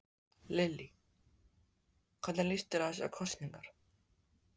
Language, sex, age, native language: Icelandic, male, 14, Icelandic